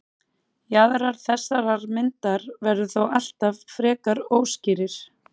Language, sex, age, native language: Icelandic, female, 30-39, Icelandic